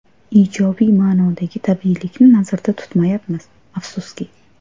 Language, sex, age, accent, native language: Uzbek, female, 25-34, Qashqadaryo, Uzbek